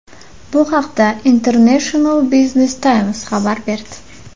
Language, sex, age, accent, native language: Uzbek, female, 18-24, Farg'ona, Uzbek